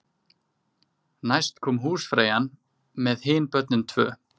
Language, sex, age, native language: Icelandic, male, 20-29, Icelandic